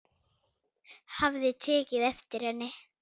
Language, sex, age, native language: Icelandic, female, 9, Icelandic